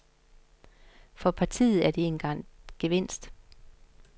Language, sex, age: Danish, female, 50